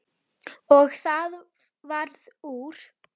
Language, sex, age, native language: Icelandic, female, 10, Icelandic